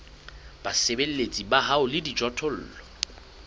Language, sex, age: Southern Sotho, male, 21